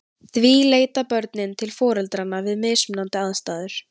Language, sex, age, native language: Icelandic, female, 18-19, Icelandic